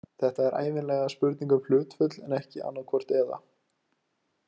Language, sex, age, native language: Icelandic, male, 20-29, Icelandic